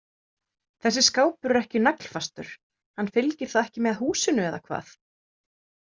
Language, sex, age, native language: Icelandic, female, 30-39, Icelandic